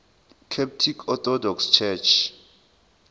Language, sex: Zulu, male